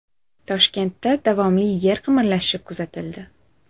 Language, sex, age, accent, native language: Uzbek, female, 18-24, Samarqand, Uzbek